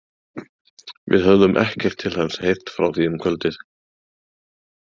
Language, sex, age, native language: Icelandic, male, 30-39, Icelandic